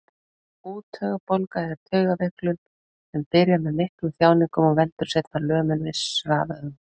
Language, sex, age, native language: Icelandic, female, 40-49, Icelandic